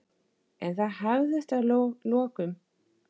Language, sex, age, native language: Icelandic, female, 8, Danish